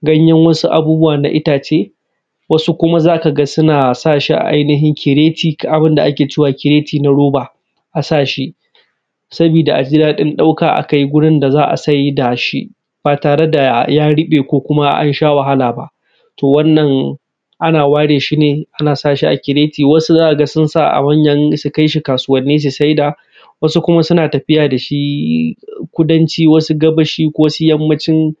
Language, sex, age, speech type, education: Hausa, male, 15-29, spontaneous, primary